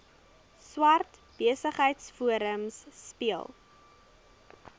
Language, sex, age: Afrikaans, female, 20